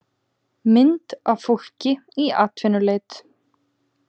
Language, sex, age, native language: Icelandic, female, 20-29, Icelandic